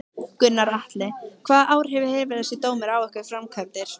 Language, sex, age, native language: Icelandic, female, 15, Icelandic